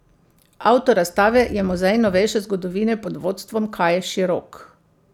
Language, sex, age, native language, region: Slovenian, female, 50-59, Slovenian, Central Slovenia